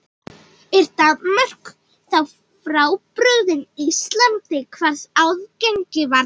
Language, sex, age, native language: Icelandic, female, 18-19, Icelandic